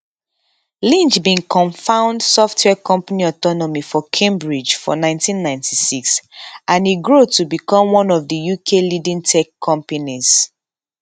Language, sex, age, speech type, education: Nigerian Pidgin, female, 15-29, spontaneous, tertiary